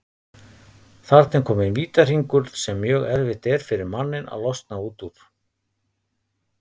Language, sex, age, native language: Icelandic, male, 50-59, Icelandic